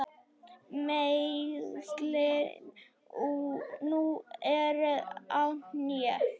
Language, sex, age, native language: Icelandic, male, 18-19, Icelandic